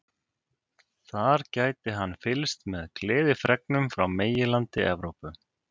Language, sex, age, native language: Icelandic, male, 30-39, Icelandic